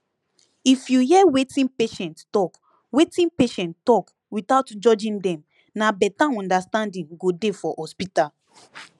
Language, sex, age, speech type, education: Nigerian Pidgin, female, 15-29, spontaneous, tertiary